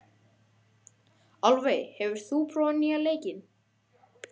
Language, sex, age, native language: Icelandic, male, 12, Icelandic